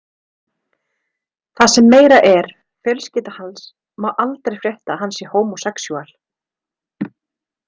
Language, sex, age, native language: Icelandic, female, 30-39, Icelandic